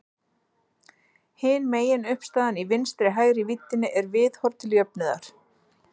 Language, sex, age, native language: Icelandic, female, 40-49, Icelandic